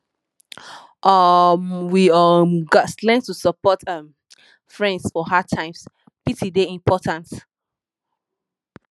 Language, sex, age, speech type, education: Nigerian Pidgin, female, 15-29, spontaneous, tertiary